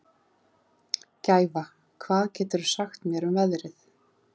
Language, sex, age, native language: Icelandic, female, 30-39, Icelandic